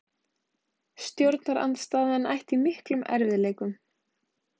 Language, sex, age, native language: Icelandic, female, 20-29, Icelandic